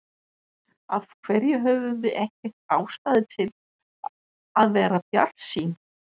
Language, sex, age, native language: Icelandic, female, 60-69, Danish